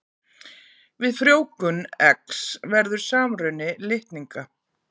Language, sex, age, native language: Icelandic, female, 40-49, Icelandic